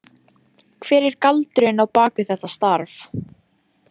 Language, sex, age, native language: Icelandic, female, 14, Icelandic